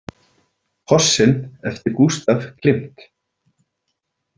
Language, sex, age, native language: Icelandic, male, 40-49, Icelandic